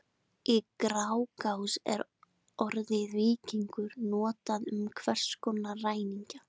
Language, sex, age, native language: Icelandic, female, 20-29, Icelandic